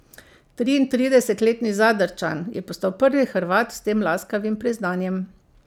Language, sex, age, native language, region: Slovenian, female, 50-59, Slovenian, Central Slovenia